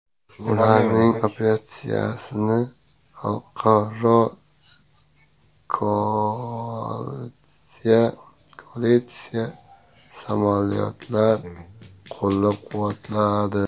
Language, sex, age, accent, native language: Uzbek, male, 25-34, Sirdaryo, Uzbek